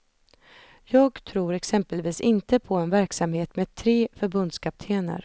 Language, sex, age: Swedish, female, 32